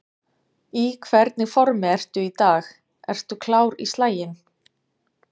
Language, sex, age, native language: Icelandic, female, 30-39, Icelandic